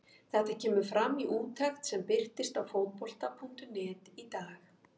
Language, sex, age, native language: Icelandic, female, 50-59, Icelandic